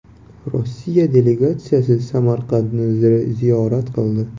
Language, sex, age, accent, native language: Uzbek, male, 18-24, Toshkent viloyati, Uzbek